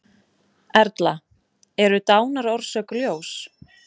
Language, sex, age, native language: Icelandic, female, 20-29, Icelandic